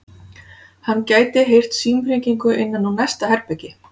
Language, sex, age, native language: Icelandic, female, 40-49, Icelandic